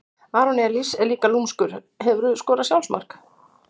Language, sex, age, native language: Icelandic, female, 60-69, Icelandic